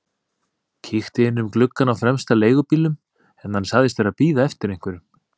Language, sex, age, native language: Icelandic, male, 30-39, Icelandic